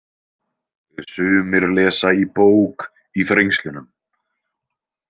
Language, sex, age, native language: Icelandic, male, 20-29, Icelandic